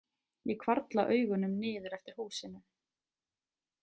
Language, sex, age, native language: Icelandic, female, 20-29, Icelandic